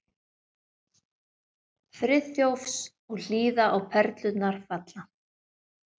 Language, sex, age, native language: Icelandic, female, 50-59, Icelandic